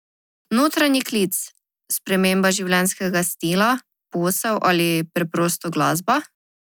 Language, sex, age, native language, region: Slovenian, female, 18-29, Slovenian, Drava region